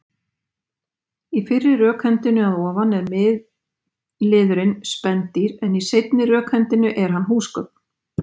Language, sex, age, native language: Icelandic, female, 50-59, Icelandic